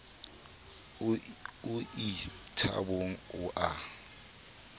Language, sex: Southern Sotho, male